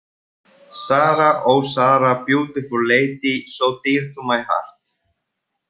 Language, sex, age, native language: Icelandic, male, 30-39, Icelandic